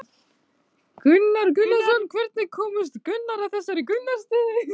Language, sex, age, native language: Icelandic, female, 15, Icelandic